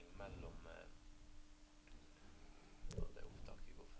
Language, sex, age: Norwegian, female, 29